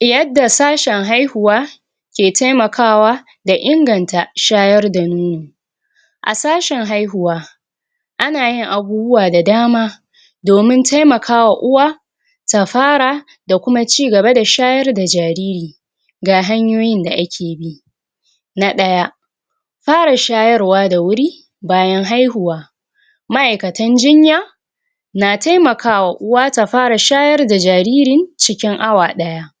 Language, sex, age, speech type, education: Hausa, female, 46-60, spontaneous, tertiary